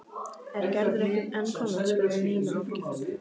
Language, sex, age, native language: Icelandic, female, 15, Icelandic